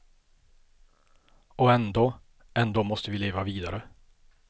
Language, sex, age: Swedish, male, 50